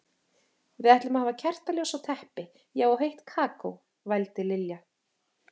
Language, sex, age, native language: Icelandic, female, 30-39, Icelandic